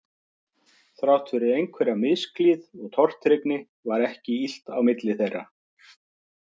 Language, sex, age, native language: Icelandic, male, 50-59, Icelandic